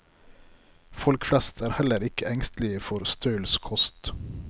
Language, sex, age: Norwegian, male, 33